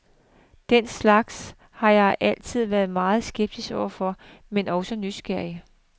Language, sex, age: Danish, female, 42